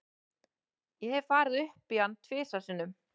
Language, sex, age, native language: Icelandic, female, 30-39, Icelandic